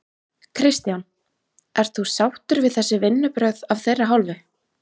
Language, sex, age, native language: Icelandic, female, 20-29, Icelandic